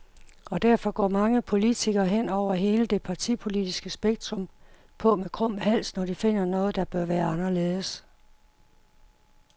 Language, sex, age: Danish, female, 51